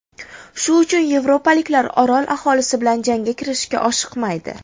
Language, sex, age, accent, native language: Uzbek, female, 19-29, Farg'ona, Uzbek